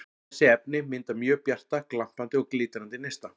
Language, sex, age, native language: Icelandic, male, 40-49, Icelandic